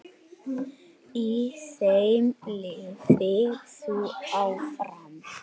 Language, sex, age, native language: Icelandic, male, 9, Icelandic